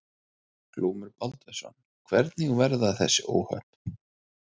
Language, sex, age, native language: Icelandic, male, 30-39, Icelandic